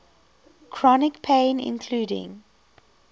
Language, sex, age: English, female, 21